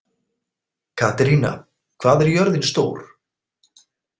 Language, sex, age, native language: Icelandic, male, 40-49, Icelandic